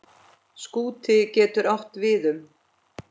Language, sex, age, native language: Icelandic, female, 10, Icelandic